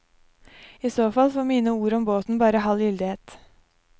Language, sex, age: Norwegian, female, 23